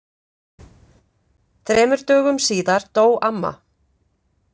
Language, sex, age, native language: Icelandic, female, 50-59, Icelandic